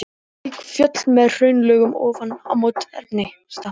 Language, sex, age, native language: Icelandic, male, 18-19, Icelandic